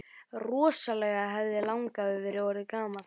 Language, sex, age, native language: Icelandic, male, 12, Icelandic